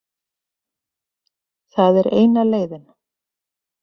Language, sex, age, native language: Icelandic, female, 50-59, Icelandic